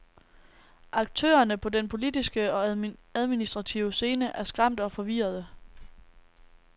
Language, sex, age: Danish, female, 19